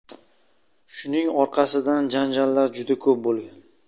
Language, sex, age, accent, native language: Uzbek, male, 25-34, Sirdaryo, Uzbek